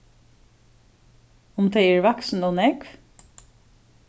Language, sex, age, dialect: Faroese, female, 36-60, Suðurstreymoy